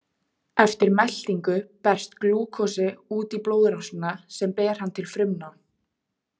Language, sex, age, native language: Icelandic, female, 20-29, Icelandic